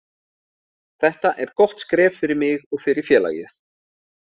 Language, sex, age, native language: Icelandic, male, 30-39, Icelandic